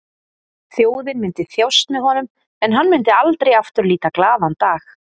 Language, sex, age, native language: Icelandic, female, 40-49, Icelandic